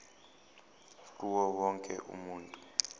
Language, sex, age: Zulu, male, 29